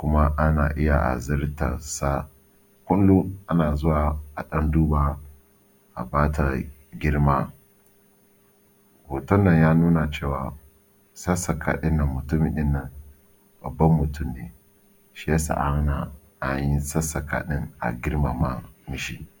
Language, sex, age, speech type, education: Hausa, male, 30-45, spontaneous, tertiary